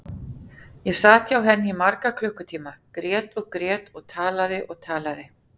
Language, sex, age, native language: Icelandic, female, 40-49, Icelandic